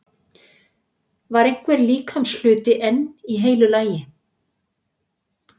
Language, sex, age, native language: Icelandic, female, 60-69, Icelandic